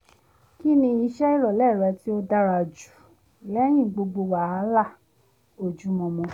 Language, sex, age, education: Yoruba, female, 30-45, tertiary